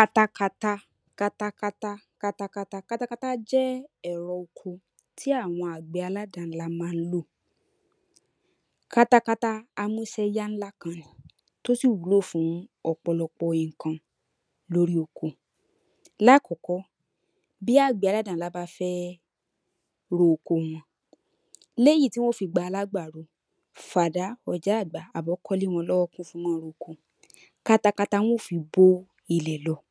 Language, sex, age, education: Yoruba, female, 15-29, tertiary